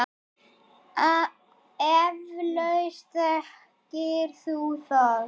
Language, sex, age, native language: Icelandic, male, 10, Icelandic